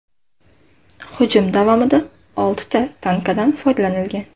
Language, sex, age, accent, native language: Uzbek, female, under 19, Andijon, Uzbek